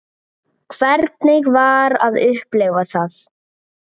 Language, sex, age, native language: Icelandic, male, 7, Icelandic